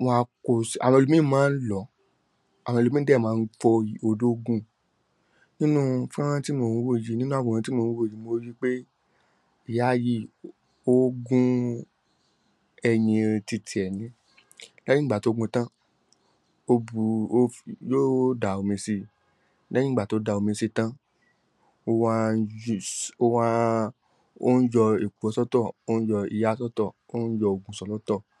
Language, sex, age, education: Yoruba, male, 15-29, tertiary